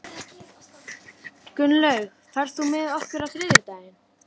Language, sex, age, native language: Icelandic, female, 12, Icelandic